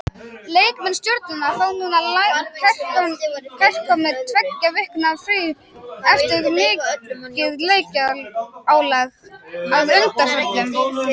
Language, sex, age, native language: Icelandic, male, 18-19, Icelandic